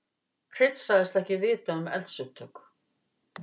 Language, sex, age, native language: Icelandic, female, 50-59, Icelandic